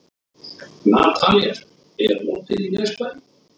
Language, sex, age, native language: Icelandic, male, 30-39, Icelandic